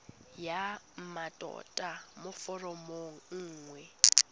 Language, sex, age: Tswana, female, 19